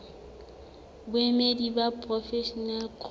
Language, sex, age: Southern Sotho, female, 35